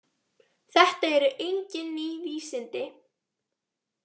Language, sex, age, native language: Icelandic, female, 18-19, Icelandic